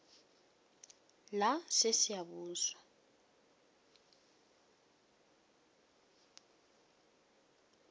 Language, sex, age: South Ndebele, female, 18